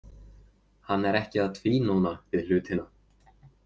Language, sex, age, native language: Icelandic, male, 20-29, Icelandic